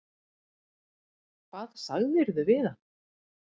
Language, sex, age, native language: Icelandic, female, 40-49, Icelandic